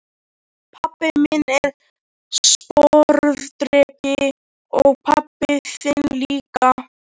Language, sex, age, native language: Icelandic, male, 13, Icelandic